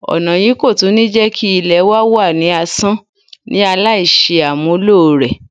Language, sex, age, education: Yoruba, female, 30-45, tertiary